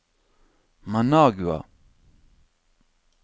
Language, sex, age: Norwegian, male, 26